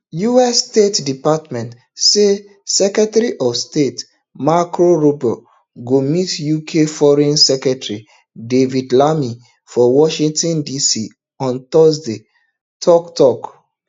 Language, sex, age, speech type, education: Nigerian Pidgin, male, 30-45, spontaneous, tertiary